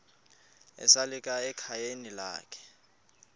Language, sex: Xhosa, male